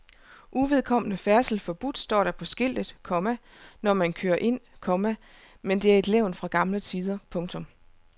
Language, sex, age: Danish, female, 29